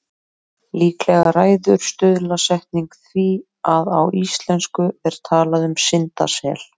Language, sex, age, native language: Icelandic, female, 30-39, Icelandic